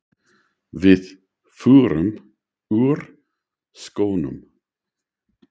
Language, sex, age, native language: Icelandic, male, 60-69, English